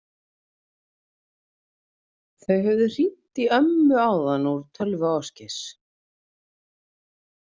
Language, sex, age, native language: Icelandic, female, 30-39, Icelandic